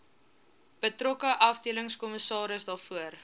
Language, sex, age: Afrikaans, female, 19